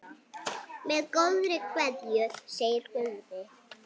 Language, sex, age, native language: Icelandic, female, 6, Icelandic